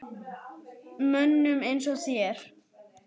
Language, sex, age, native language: Icelandic, male, 10, Icelandic